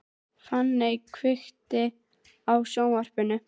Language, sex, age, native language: Icelandic, female, 11, Icelandic